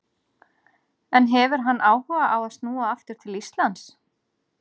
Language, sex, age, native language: Icelandic, female, 40-49, Icelandic